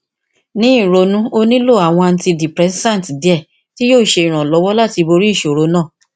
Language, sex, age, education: Yoruba, female, 46-60, tertiary